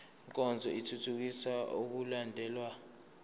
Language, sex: Zulu, male